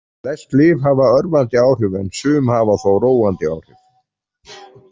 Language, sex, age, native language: Icelandic, male, 40-49, Icelandic